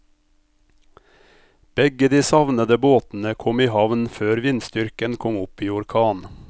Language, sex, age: Norwegian, male, 57